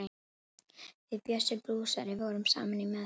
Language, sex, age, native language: Icelandic, female, 11, Icelandic